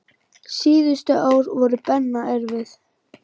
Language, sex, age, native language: Icelandic, female, 9, Icelandic